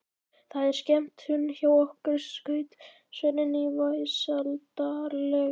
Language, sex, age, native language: Icelandic, male, 11, Icelandic